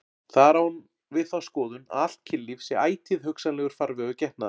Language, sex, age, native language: Icelandic, male, 40-49, Icelandic